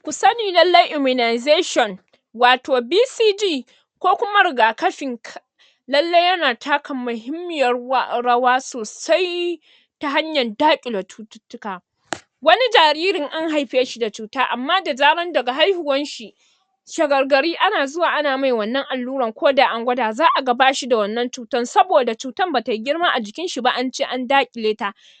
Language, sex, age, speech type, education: Hausa, female, 60+, spontaneous, secondary